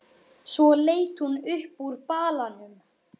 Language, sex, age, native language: Icelandic, male, 11, Icelandic